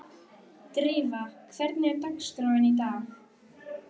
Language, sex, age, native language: Icelandic, female, 12, Icelandic